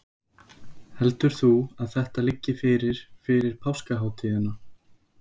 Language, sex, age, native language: Icelandic, male, 20-29, Icelandic